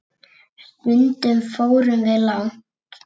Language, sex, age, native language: Icelandic, female, 8, Icelandic